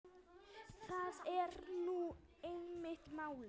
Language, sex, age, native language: Icelandic, female, 9, Icelandic